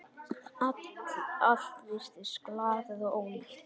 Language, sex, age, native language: Icelandic, male, 10, Icelandic